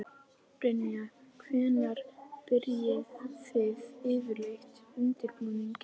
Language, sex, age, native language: Icelandic, female, 11, Icelandic